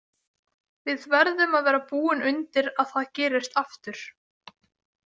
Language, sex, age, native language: Icelandic, female, 18-19, Icelandic